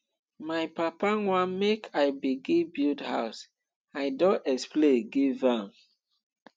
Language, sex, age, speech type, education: Nigerian Pidgin, female, 15-29, spontaneous, tertiary